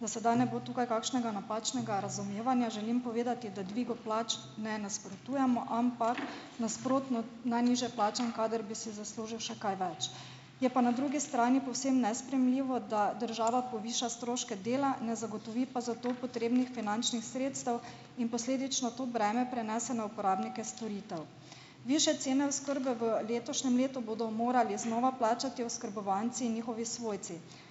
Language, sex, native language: Slovenian, female, Slovenian